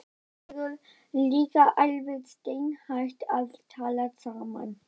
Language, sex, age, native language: Icelandic, female, 12, Icelandic